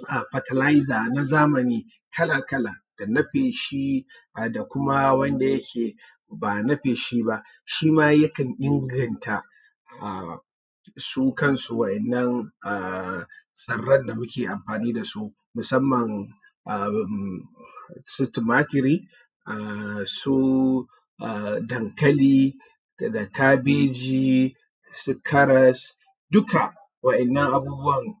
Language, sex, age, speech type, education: Hausa, male, 30-45, spontaneous, tertiary